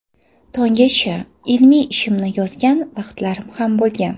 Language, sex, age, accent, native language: Uzbek, female, 25-34, Toshkent shahri, Uzbek